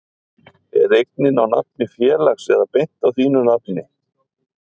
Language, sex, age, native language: Icelandic, male, 50-59, Icelandic